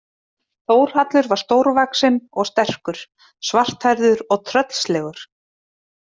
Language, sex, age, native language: Icelandic, female, 30-39, Icelandic